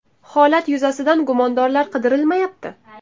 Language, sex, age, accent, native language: Uzbek, female, 19-29, Samarqand, Uzbek